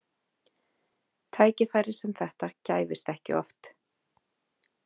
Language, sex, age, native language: Icelandic, female, 30-39, Icelandic